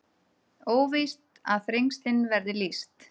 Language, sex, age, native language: Icelandic, female, 30-39, Icelandic